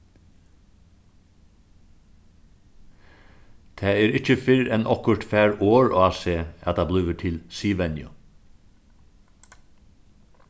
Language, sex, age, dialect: Faroese, male, 36-60, Suðurstreymoy